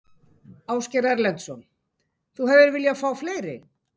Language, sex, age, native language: Icelandic, female, 18-19, Icelandic